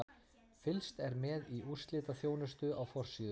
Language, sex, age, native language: Icelandic, male, 30-39, Icelandic